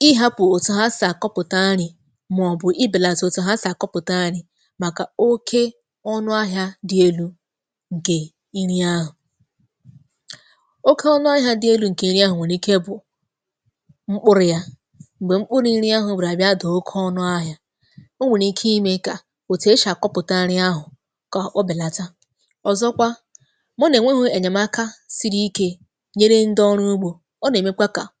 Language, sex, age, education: Igbo, female, 15-29, tertiary